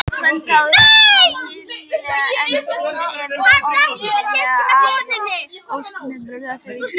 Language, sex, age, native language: Icelandic, female, 18-19, Icelandic